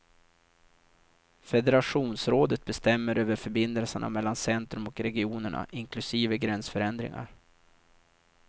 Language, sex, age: Swedish, male, 32